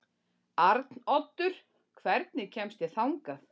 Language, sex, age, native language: Icelandic, female, 40-49, Icelandic